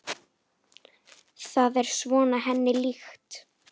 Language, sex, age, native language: Icelandic, female, 10, Icelandic